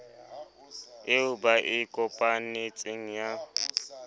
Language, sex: Southern Sotho, male